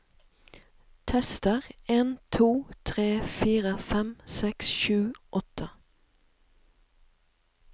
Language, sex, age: Norwegian, female, 37